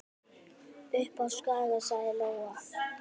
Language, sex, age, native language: Icelandic, male, 10, Icelandic